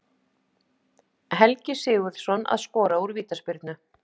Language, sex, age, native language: Icelandic, female, 50-59, Icelandic